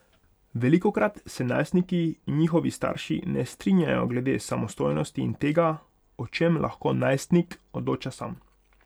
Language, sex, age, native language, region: Slovenian, male, 18-29, Hungarian, Pomurje region